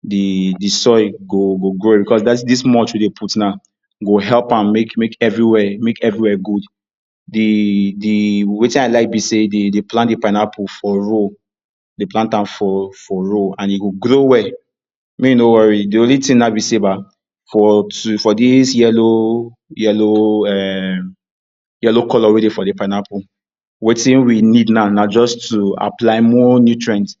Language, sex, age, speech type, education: Nigerian Pidgin, male, 46-60, spontaneous, tertiary